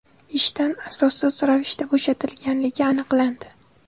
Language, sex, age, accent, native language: Uzbek, female, 18-24, Namangan, Uzbek